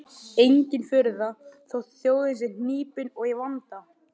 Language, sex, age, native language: Icelandic, male, 11, Icelandic